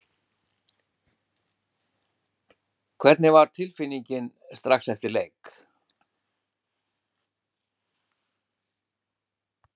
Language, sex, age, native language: Icelandic, male, 70-79, Icelandic